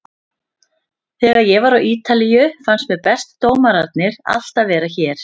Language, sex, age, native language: Icelandic, female, 50-59, Icelandic